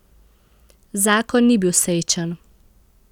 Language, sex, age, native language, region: Slovenian, female, 18-29, Slovenian, Central Slovenia